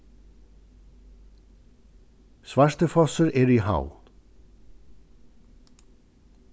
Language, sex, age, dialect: Faroese, male, 36-60, Suðurstreymoy